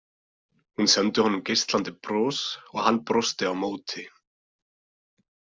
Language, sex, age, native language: Icelandic, male, 20-29, Icelandic